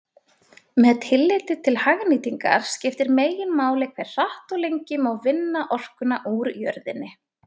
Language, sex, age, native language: Icelandic, female, 20-29, Icelandic